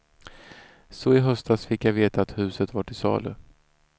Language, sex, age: Swedish, male, 34